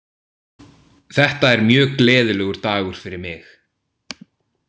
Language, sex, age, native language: Icelandic, male, 18-19, Icelandic